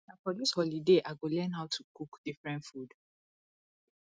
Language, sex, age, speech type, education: Nigerian Pidgin, female, 30-45, spontaneous, tertiary